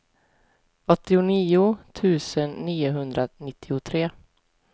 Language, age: Swedish, 20